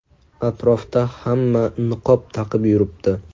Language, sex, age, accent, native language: Uzbek, male, 19-29, Toshkent viloyati, Uzbek